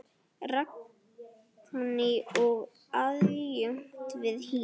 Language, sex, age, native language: Icelandic, female, 8, Icelandic